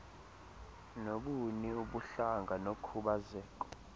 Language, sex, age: Xhosa, male, 20